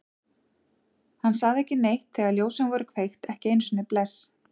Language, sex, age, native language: Icelandic, female, 40-49, Icelandic